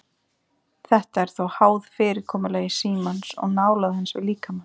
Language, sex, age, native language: Icelandic, female, 30-39, Icelandic